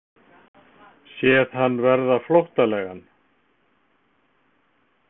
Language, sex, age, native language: Icelandic, male, 50-59, Icelandic